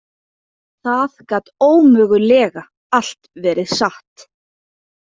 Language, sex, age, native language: Icelandic, female, 20-29, Icelandic